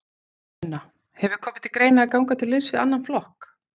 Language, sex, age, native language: Icelandic, female, 40-49, Icelandic